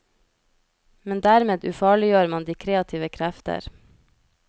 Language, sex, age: Norwegian, female, 33